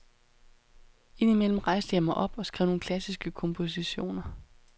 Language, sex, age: Danish, female, 31